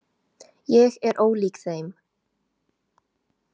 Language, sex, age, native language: Icelandic, female, 18-19, Chinese